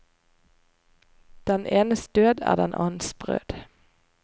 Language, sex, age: Norwegian, female, 25